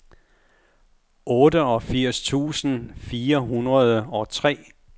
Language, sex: Danish, male